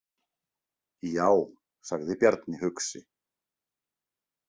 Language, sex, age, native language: Icelandic, male, 40-49, Icelandic